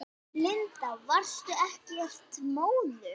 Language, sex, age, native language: Icelandic, female, 9, Icelandic